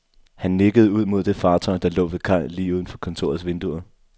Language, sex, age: Danish, male, 24